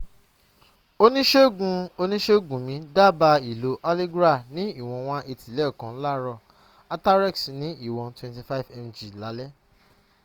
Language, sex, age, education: Yoruba, male, 15-29, tertiary